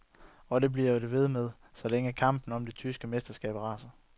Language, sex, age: Danish, male, 22